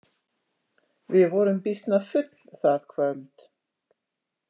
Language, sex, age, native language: Icelandic, female, 50-59, Icelandic